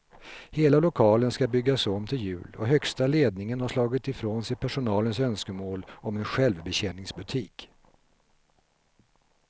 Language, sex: Swedish, male